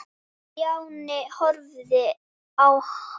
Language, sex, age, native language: Icelandic, female, 9, Icelandic